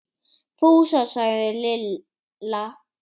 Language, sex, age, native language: Icelandic, female, 8, Icelandic